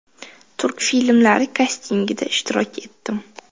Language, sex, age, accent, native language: Uzbek, female, 19-29, Qashqadaryo, Uzbek